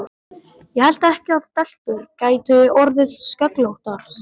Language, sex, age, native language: Icelandic, male, 12, Icelandic